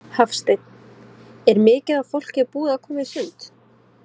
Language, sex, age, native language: Icelandic, female, 20-29, Arabic